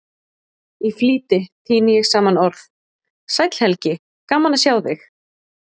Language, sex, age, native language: Icelandic, female, 20-29, Icelandic